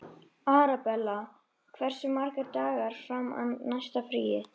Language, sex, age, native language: Icelandic, female, 13, Icelandic